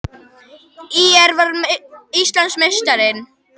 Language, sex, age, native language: Icelandic, male, 21, Icelandic